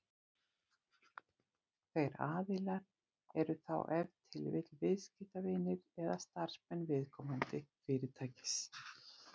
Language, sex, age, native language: Icelandic, female, 40-49, Icelandic